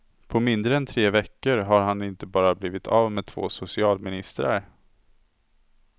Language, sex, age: Swedish, male, 27